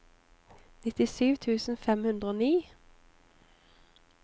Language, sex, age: Norwegian, female, 25